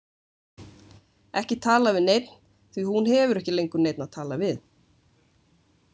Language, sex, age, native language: Icelandic, female, 20-29, Icelandic